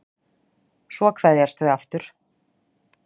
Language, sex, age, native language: Icelandic, female, 40-49, Icelandic